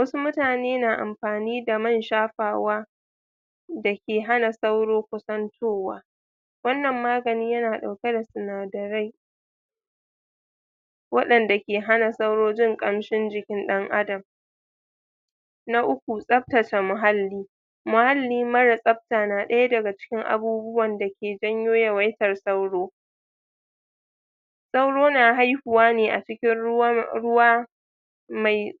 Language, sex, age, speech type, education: Hausa, female, 30-45, spontaneous, tertiary